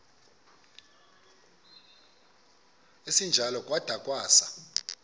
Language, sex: Xhosa, male